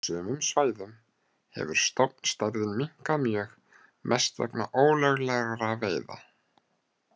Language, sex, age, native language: Icelandic, male, 30-39, Icelandic